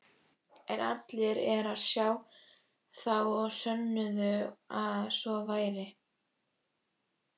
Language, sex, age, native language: Icelandic, female, 12, Icelandic